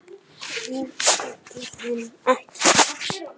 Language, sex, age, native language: Icelandic, male, 8, Icelandic